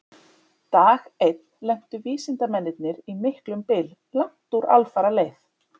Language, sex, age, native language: Icelandic, female, 30-39, Icelandic